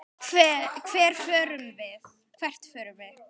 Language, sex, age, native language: Icelandic, female, 10, Icelandic